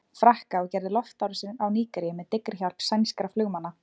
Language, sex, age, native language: Icelandic, female, 20-29, Icelandic